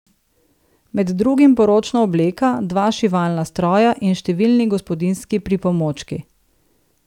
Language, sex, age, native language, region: Slovenian, female, 30-49, Slovenian, Southeast Slovenia